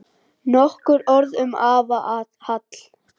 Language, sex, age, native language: Icelandic, female, 9, Icelandic